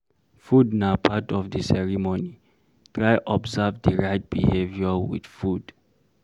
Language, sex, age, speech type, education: Nigerian Pidgin, male, 30-45, read, primary